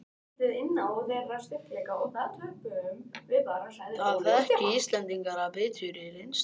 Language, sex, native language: Icelandic, other, Icelandic